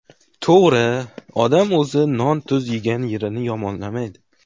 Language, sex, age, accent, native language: Uzbek, male, under 19, Navoiy, Uzbek